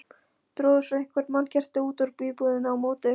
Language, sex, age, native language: Icelandic, female, 13, Polish